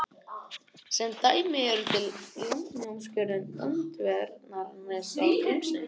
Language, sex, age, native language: Icelandic, other, 18-19, Icelandic